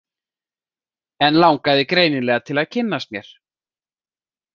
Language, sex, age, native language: Icelandic, male, 40-49, Icelandic